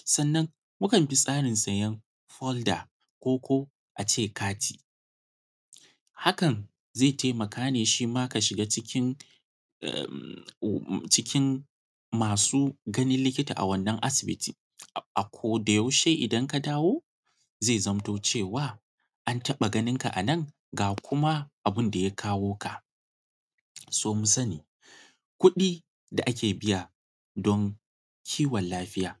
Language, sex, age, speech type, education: Hausa, male, 15-29, spontaneous, secondary